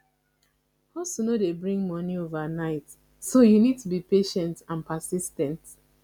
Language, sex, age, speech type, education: Nigerian Pidgin, female, 15-29, spontaneous, tertiary